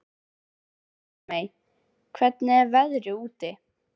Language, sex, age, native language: Icelandic, female, 11, Icelandic